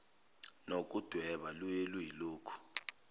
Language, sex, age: Zulu, male, 29